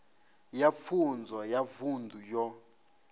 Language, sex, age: Venda, male, 26